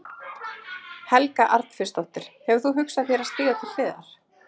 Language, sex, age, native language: Icelandic, female, 30-39, Icelandic